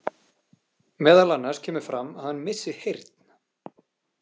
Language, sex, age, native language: Icelandic, male, 40-49, Icelandic